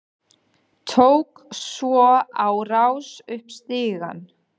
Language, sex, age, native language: Icelandic, male, 12, Danish